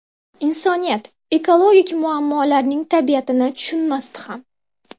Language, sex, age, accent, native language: Uzbek, female, 18-24, Andijon, Uzbek